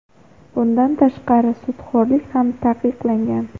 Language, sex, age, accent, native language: Uzbek, female, under 19, Xorazm, Uzbek